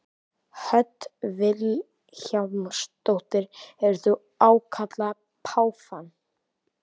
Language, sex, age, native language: Icelandic, male, 11, Icelandic